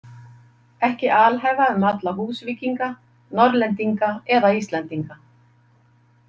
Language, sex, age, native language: Icelandic, female, 50-59, Icelandic